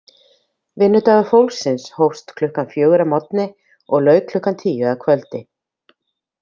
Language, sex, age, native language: Icelandic, female, 50-59, Icelandic